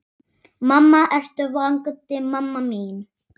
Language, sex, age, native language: Icelandic, male, 8, Icelandic